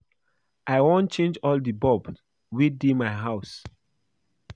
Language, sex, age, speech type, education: Nigerian Pidgin, male, 15-29, read, primary